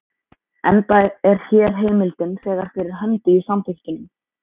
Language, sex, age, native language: Icelandic, male, 14, Icelandic